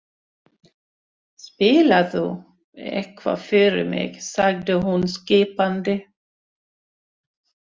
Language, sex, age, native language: Icelandic, female, 60-69, Swedish